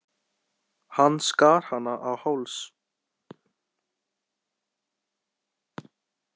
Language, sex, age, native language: Icelandic, male, 18-19, Icelandic